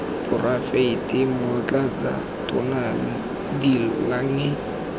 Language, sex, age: Tswana, male, 18